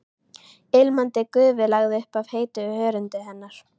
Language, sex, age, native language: Icelandic, female, 13, Icelandic